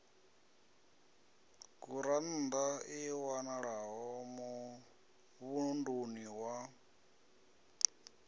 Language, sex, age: Venda, male, 33